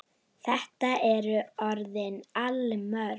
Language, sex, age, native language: Icelandic, female, 9, Icelandic